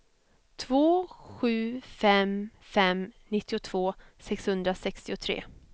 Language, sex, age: Swedish, female, 25